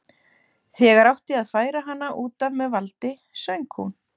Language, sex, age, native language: Icelandic, female, 30-39, Icelandic